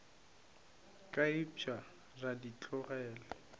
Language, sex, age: Northern Sotho, male, 22